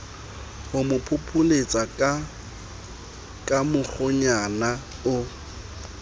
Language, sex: Southern Sotho, male